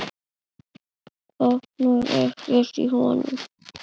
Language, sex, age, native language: Icelandic, male, 8, Icelandic